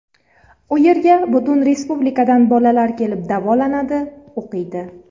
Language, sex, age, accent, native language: Uzbek, female, 30-39, Farg'ona, Uzbek